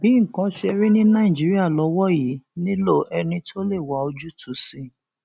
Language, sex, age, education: Yoruba, female, 46-60, tertiary